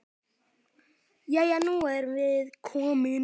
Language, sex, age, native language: Icelandic, male, 10, Icelandic